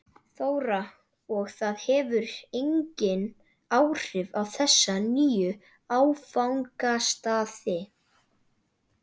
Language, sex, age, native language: Icelandic, male, 12, Icelandic